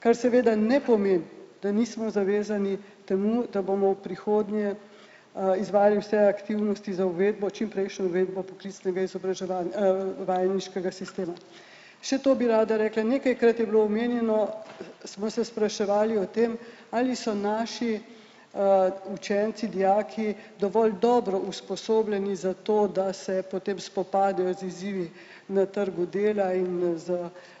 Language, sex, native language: Slovenian, male, Slovenian